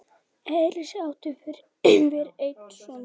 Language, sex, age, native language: Icelandic, male, 7, Icelandic